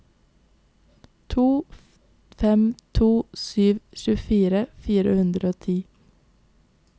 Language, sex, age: Norwegian, female, 22